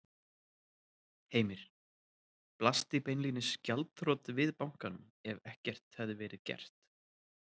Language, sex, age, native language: Icelandic, male, 30-39, Icelandic